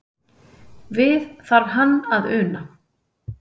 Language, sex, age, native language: Icelandic, female, 30-39, Icelandic